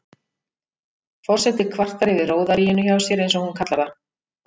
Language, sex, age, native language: Icelandic, female, 50-59, Icelandic